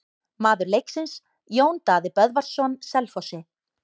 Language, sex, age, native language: Icelandic, female, 30-39, Icelandic